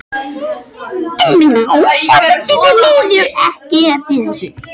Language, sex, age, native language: Icelandic, other, 13, French